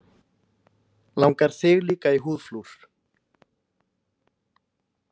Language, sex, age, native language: Icelandic, male, 20-29, Icelandic